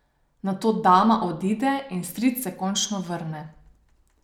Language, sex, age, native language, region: Slovenian, female, 30-49, Slovenian, Savinja region